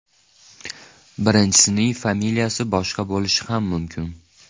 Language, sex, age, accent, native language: Uzbek, male, 18-24, Andijon, Uzbek